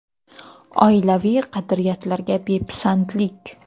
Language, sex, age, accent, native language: Uzbek, female, 18-24, Qoraqalpog'iston, Uzbek